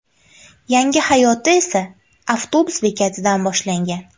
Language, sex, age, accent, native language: Uzbek, female, 18-24, Qashqadaryo, Uzbek